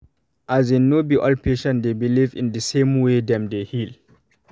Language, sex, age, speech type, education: Nigerian Pidgin, male, 30-45, spontaneous, tertiary